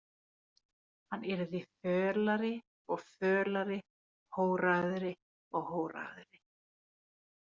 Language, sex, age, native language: Icelandic, female, 40-49, Finnish